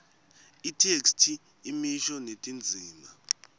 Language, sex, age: Swati, male, 18